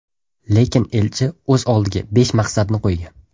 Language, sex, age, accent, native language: Uzbek, male, 12-17, Toshkent shahri, Uzbek